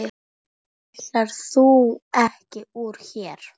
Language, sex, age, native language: Icelandic, female, 10, Icelandic